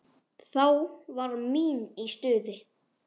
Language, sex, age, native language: Icelandic, male, 10, Icelandic